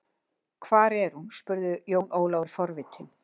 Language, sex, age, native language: Icelandic, female, 60-69, Icelandic